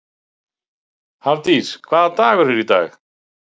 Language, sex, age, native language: Icelandic, male, 50-59, Icelandic